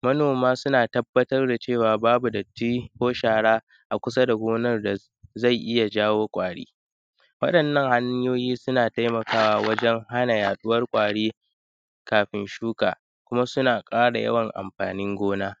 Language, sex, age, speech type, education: Hausa, male, 15-29, spontaneous, secondary